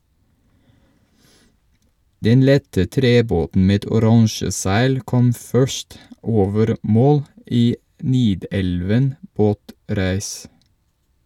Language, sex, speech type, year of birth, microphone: Norwegian, male, read, 1983, Shure